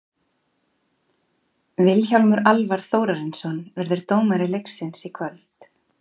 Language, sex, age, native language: Icelandic, female, 40-49, Icelandic